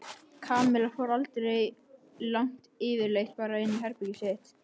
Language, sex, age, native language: Icelandic, male, 12, Icelandic